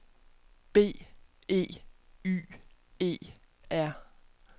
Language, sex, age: Danish, female, 29